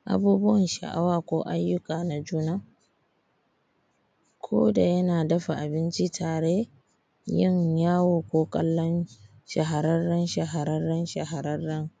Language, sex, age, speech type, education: Hausa, female, 15-29, spontaneous, primary